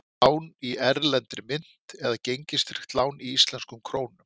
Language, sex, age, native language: Icelandic, male, 50-59, Icelandic